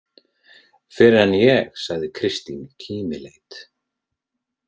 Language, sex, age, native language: Icelandic, male, 30-39, Icelandic